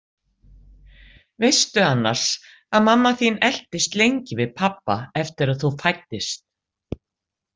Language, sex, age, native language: Icelandic, female, 60-69, Icelandic